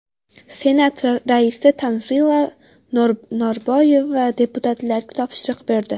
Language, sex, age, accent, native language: Uzbek, female, 12-17, Farg'ona, Uzbek